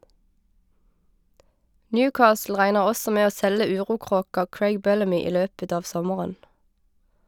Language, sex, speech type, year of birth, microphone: Norwegian, female, read, 1989, Shure